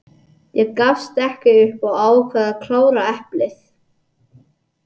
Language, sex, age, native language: Icelandic, male, 80-89, English